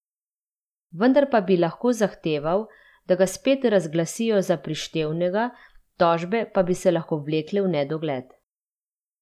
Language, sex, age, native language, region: Slovenian, female, 30-49, Slovenian, Central Slovenia